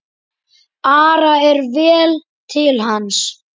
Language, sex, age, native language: Icelandic, male, 10, Icelandic